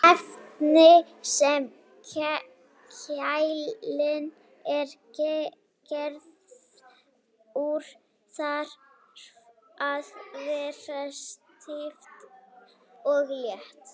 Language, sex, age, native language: Icelandic, female, 18-19, Icelandic